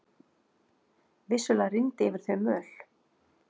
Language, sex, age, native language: Icelandic, female, 40-49, Icelandic